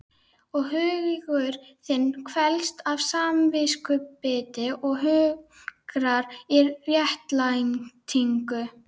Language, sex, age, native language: Icelandic, female, 12, Icelandic